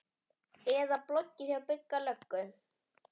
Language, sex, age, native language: Icelandic, female, 10, Icelandic